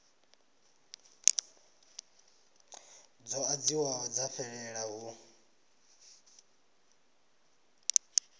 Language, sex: Venda, male